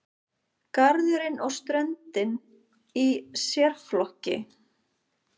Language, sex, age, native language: Icelandic, female, 30-39, Icelandic